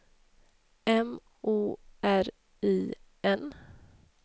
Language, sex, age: Swedish, female, 26